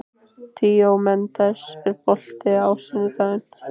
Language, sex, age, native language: Icelandic, female, 15, Icelandic